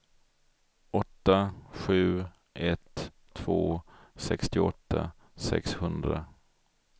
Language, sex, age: Swedish, male, 42